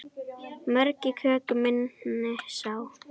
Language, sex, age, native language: Icelandic, female, 10, Icelandic